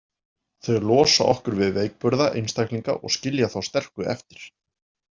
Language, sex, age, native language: Icelandic, male, 40-49, Icelandic